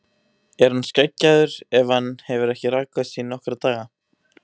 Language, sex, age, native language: Icelandic, male, 18-19, Icelandic